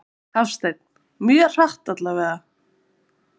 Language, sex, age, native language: Icelandic, female, 20-29, Icelandic